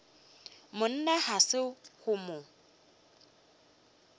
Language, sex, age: Northern Sotho, female, 23